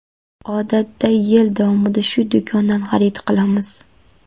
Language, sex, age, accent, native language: Uzbek, female, 12-17, Andijon, Karakalpak